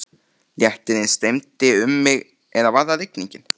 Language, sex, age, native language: Icelandic, male, 13, Icelandic